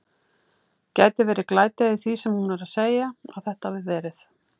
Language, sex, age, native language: Icelandic, female, 50-59, Icelandic